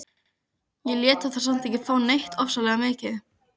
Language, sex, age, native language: Icelandic, female, 15, Icelandic